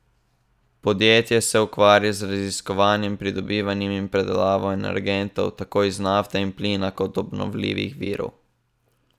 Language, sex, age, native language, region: Slovenian, male, 18-29, Slovenian, Southeast Slovenia